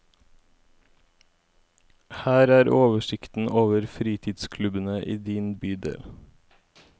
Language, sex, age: Norwegian, male, 17